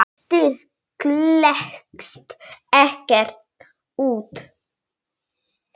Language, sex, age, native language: Icelandic, female, 9, Polish